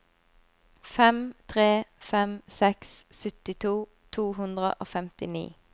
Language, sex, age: Norwegian, female, 25